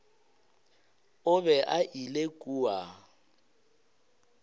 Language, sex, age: Northern Sotho, male, 22